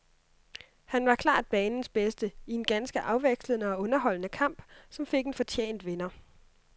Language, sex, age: Danish, female, 26